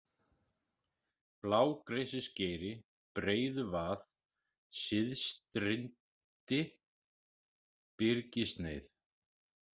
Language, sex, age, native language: Icelandic, male, 40-49, Icelandic